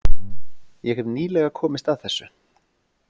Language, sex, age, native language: Icelandic, male, 40-49, Icelandic